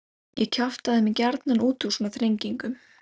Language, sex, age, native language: Icelandic, female, 17, Icelandic